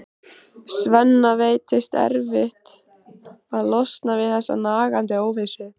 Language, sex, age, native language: Icelandic, female, 15, Icelandic